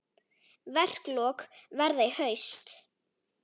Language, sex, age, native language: Icelandic, female, 9, Icelandic